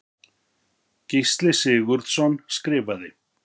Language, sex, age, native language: Icelandic, male, 50-59, Icelandic